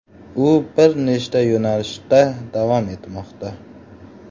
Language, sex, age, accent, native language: Uzbek, male, 18-24, Farg'ona, Uzbek